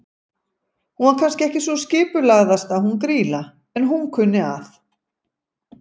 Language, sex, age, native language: Icelandic, female, 40-49, Icelandic